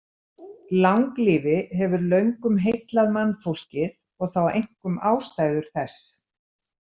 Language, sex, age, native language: Icelandic, female, 70-79, Icelandic